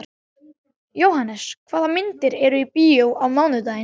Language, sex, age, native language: Icelandic, male, 12, Icelandic